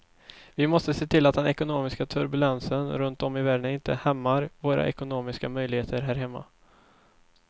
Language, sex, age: Swedish, male, 24